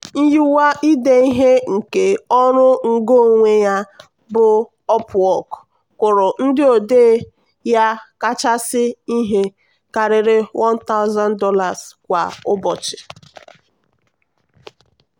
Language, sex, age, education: Igbo, female, 15-29, tertiary